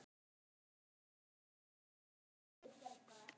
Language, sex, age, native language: Icelandic, male, 10, Icelandic